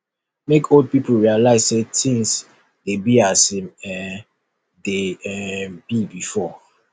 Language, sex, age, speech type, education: Nigerian Pidgin, male, 30-45, spontaneous, tertiary